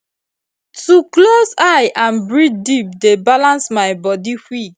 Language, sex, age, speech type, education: Nigerian Pidgin, female, 15-29, spontaneous, tertiary